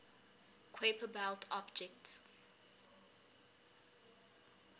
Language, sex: English, female